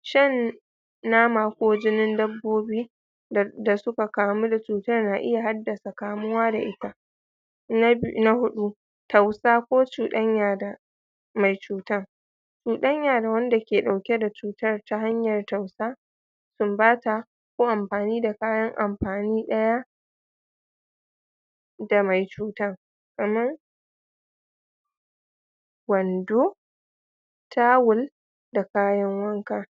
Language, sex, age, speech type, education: Hausa, female, 30-45, spontaneous, tertiary